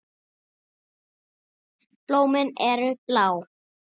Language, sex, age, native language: Icelandic, male, 6, Icelandic